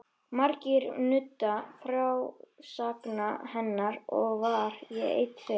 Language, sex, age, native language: Icelandic, female, 13, Icelandic